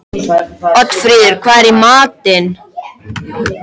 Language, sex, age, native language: Icelandic, male, 13, Icelandic